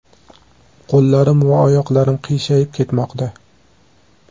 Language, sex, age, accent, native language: Uzbek, male, 25-34, Toshkent shahri, Uzbek